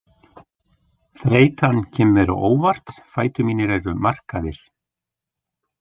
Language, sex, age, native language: Icelandic, male, 60-69, Icelandic